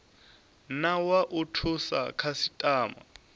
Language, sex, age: Venda, male, 24